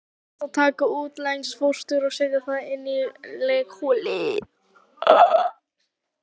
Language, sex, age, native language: Icelandic, female, 18-19, Icelandic